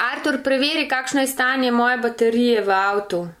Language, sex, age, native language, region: Slovenian, female, 30-49, Slovenian, Gorenjska region